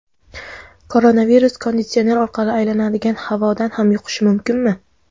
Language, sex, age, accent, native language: Uzbek, female, 19-29, Jizzax, Uzbek